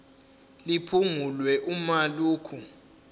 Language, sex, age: Zulu, male, 20